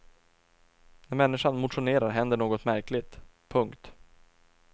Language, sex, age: Swedish, male, 24